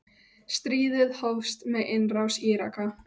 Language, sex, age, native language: Icelandic, female, 10, Icelandic